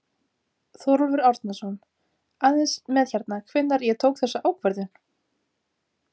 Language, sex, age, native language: Icelandic, female, 30-39, Icelandic